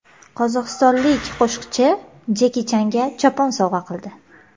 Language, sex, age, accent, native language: Uzbek, female, 25-34, Toshkent shahri, Uzbek